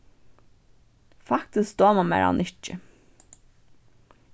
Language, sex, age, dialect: Faroese, female, 15-35, Vágar